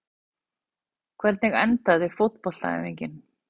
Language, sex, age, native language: Icelandic, female, 40-49, Icelandic